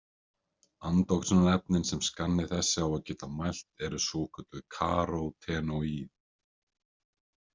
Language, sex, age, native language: Icelandic, male, 30-39, Icelandic